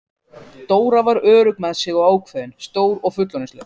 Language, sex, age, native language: Icelandic, other, 14, Icelandic